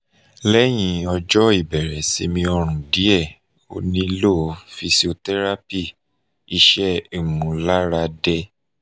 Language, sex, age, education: Yoruba, male, 30-45, tertiary